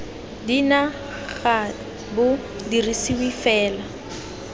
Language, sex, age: Tswana, female, 18